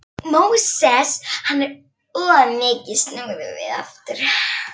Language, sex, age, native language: Icelandic, female, 11, Icelandic